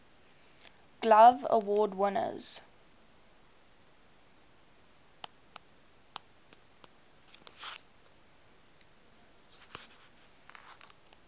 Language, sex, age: English, female, 18